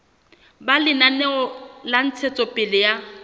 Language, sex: Southern Sotho, female